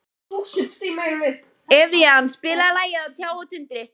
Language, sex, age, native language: Icelandic, female, 13, Icelandic